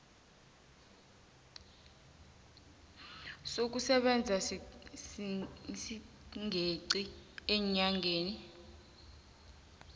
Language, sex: South Ndebele, female